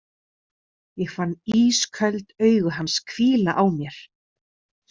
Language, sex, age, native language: Icelandic, female, 30-39, Icelandic